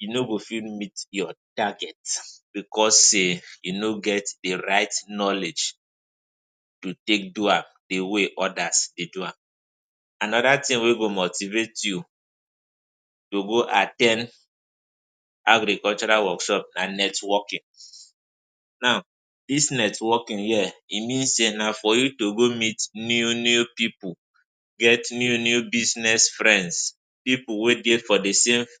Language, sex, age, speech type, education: Nigerian Pidgin, male, 15-29, spontaneous, tertiary